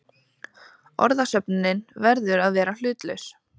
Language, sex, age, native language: Icelandic, female, 20-29, Icelandic